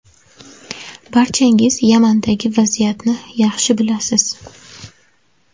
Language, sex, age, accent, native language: Uzbek, female, 18-24, Navoiy, Uzbek